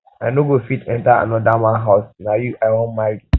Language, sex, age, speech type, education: Nigerian Pidgin, male, 15-29, spontaneous, tertiary